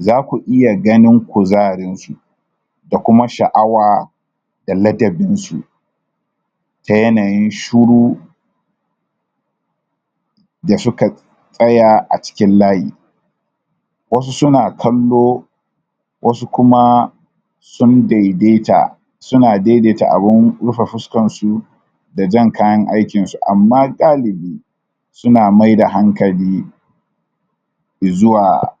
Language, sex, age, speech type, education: Hausa, male, 30-45, spontaneous, tertiary